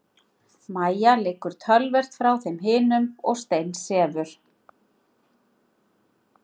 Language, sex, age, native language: Icelandic, female, 60-69, Icelandic